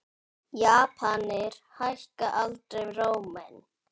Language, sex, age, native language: Icelandic, female, 10, Icelandic